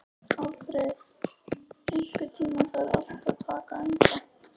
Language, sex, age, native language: Icelandic, female, 13, Icelandic